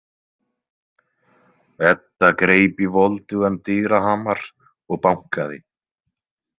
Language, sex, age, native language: Icelandic, male, 20-29, Icelandic